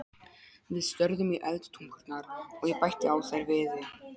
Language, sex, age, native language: Icelandic, male, 12, Polish